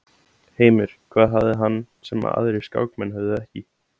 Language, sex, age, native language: Icelandic, male, 17, Icelandic